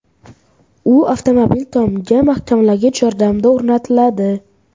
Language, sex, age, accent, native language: Uzbek, male, 12-17, Farg'ona, Uzbek